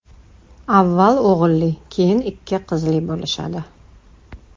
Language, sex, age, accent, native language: Uzbek, female, 35+, Toshkent shahri, Uzbek